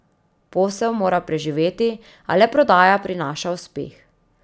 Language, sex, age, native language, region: Slovenian, female, 30-49, Slovenian, Drava region